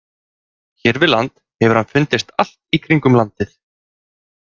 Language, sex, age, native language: Icelandic, male, 30-39, Icelandic